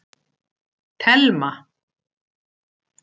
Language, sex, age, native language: Icelandic, female, 60-69, Icelandic